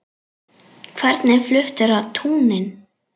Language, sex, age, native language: Icelandic, female, 10, Icelandic